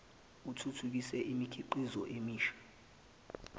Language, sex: Zulu, male